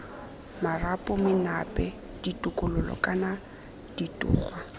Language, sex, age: Tswana, female, 21